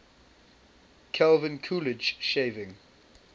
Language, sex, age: English, male, 22